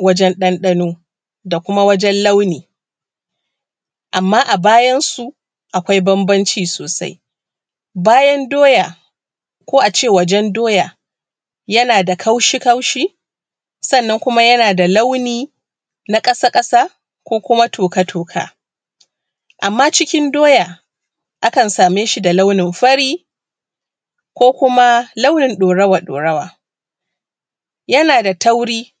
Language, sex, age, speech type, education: Hausa, female, 30-45, spontaneous, primary